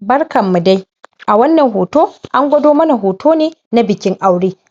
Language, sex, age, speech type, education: Hausa, female, 46-60, spontaneous, tertiary